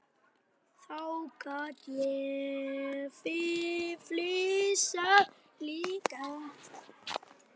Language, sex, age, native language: Icelandic, other, 9, Icelandic